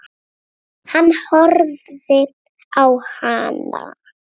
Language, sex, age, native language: Icelandic, female, 6, Icelandic